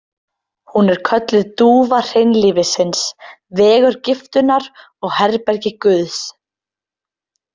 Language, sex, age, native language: Icelandic, female, 20-29, Icelandic